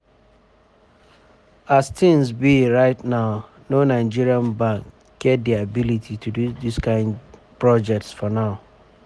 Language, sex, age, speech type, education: Nigerian Pidgin, male, 30-45, spontaneous, tertiary